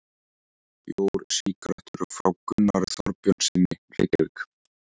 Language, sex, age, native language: Icelandic, male, 14, Icelandic